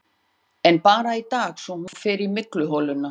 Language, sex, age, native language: Icelandic, female, 40-49, Icelandic